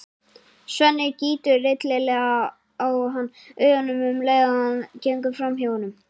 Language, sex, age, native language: Icelandic, female, 40-49, Icelandic